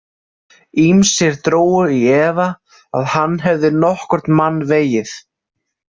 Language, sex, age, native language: Icelandic, male, 20-29, Icelandic